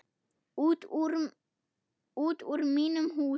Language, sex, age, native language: Icelandic, female, 8, German